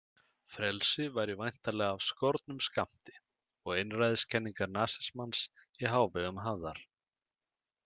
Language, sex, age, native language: Icelandic, male, 30-39, Icelandic